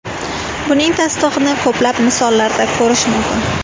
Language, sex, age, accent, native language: Uzbek, female, 18-24, Sirdaryo, Uzbek